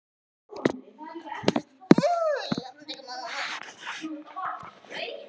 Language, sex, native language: Icelandic, other, Icelandic